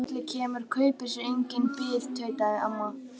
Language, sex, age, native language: Icelandic, female, 12, Icelandic